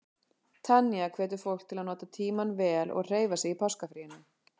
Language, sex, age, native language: Icelandic, female, 40-49, Icelandic